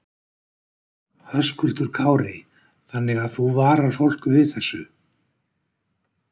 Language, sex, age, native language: Icelandic, male, 60-69, Icelandic